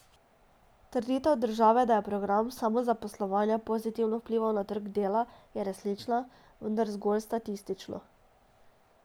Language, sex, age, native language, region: Slovenian, female, 18-29, Slovenian, Drava region